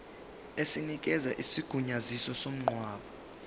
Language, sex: Zulu, male